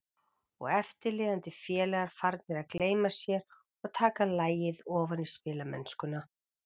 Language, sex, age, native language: Icelandic, female, 40-49, Icelandic